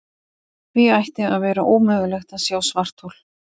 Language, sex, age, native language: Icelandic, female, 50-59, Icelandic